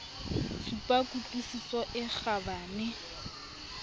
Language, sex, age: Southern Sotho, female, 25